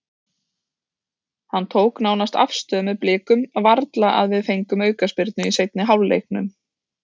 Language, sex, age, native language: Icelandic, female, 30-39, Icelandic